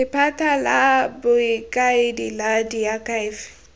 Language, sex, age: Tswana, female, 18